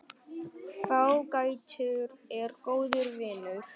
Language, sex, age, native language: Icelandic, male, 10, Vietnamese